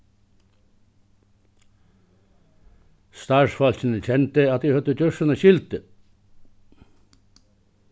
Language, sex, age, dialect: Faroese, male, 61+, Suðuroy